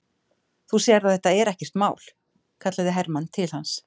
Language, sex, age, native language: Icelandic, female, 50-59, Icelandic